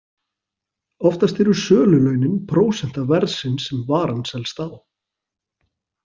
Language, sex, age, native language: Icelandic, male, 40-49, Icelandic